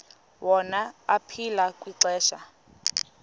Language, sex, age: Xhosa, female, 31